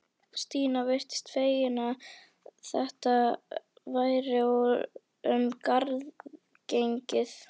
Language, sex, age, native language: Icelandic, female, 11, Icelandic